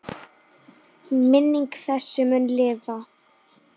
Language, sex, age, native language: Icelandic, female, 10, Icelandic